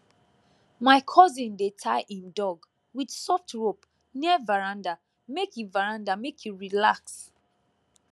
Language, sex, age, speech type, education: Nigerian Pidgin, female, 15-29, spontaneous, tertiary